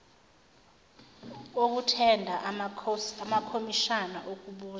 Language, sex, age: Zulu, female, 24